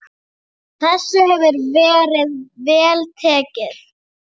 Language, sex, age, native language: Icelandic, female, 8, Icelandic